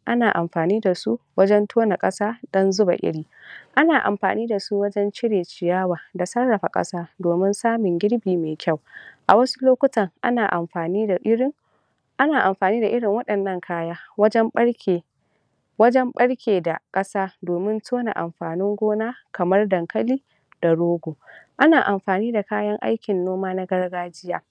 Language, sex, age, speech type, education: Hausa, female, 46-60, spontaneous, tertiary